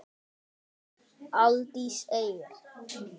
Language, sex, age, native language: Icelandic, male, 6, Icelandic